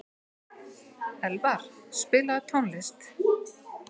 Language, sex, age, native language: Icelandic, female, 50-59, Icelandic